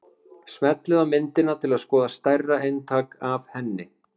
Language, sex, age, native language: Icelandic, male, 30-39, Icelandic